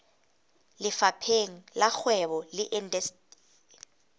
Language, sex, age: Southern Sotho, female, 20